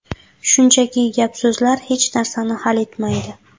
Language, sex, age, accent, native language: Uzbek, female, 18-24, Buxoro, Uzbek